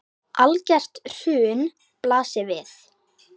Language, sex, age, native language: Icelandic, female, 10, Icelandic